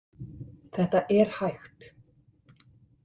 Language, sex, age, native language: Icelandic, male, 50-59, Icelandic